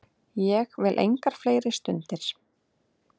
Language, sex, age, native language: Icelandic, female, 30-39, Icelandic